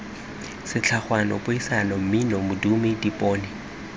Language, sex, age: Tswana, male, 21